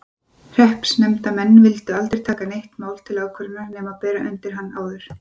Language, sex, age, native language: Icelandic, female, 40-49, Icelandic